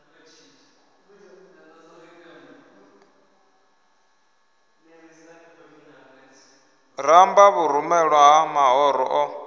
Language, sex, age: Venda, male, 25